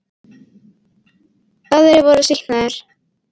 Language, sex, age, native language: Icelandic, female, 18-19, Icelandic